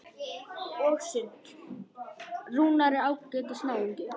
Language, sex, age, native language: Icelandic, male, 10, Icelandic